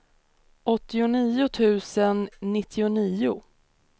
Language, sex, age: Swedish, female, 30